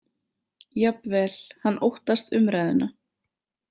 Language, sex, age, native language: Icelandic, female, 30-39, Icelandic